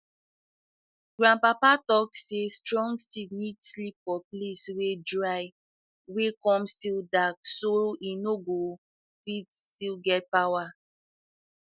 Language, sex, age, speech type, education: Nigerian Pidgin, female, 15-29, spontaneous, tertiary